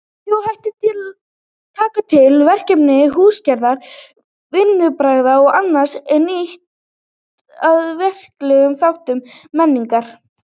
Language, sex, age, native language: Icelandic, female, 18-19, Icelandic